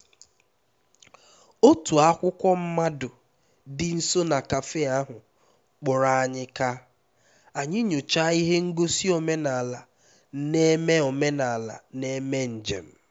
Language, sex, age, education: Igbo, male, 15-29, tertiary